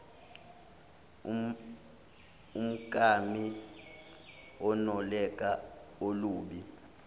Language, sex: Zulu, male